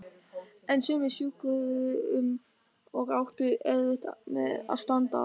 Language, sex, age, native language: Icelandic, male, 13, German